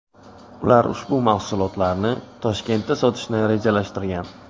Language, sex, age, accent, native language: Uzbek, male, 18-24, Navoiy, Uzbek